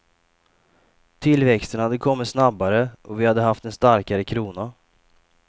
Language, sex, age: Swedish, male, 28